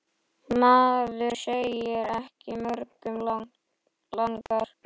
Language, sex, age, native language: Icelandic, male, 8, Icelandic